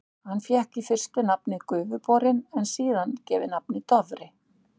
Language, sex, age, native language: Icelandic, female, 60-69, Icelandic